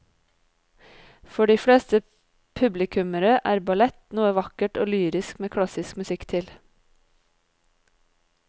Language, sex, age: Norwegian, female, 30